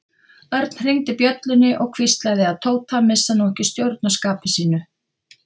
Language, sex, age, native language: Icelandic, female, 50-59, Icelandic